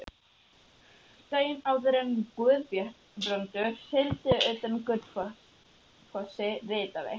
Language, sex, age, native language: Icelandic, female, 11, Icelandic